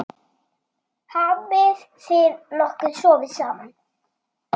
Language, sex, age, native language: Icelandic, male, 6, Icelandic